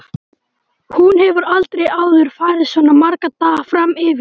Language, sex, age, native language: Icelandic, male, 12, Icelandic